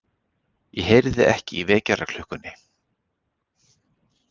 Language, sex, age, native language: Icelandic, male, 40-49, Icelandic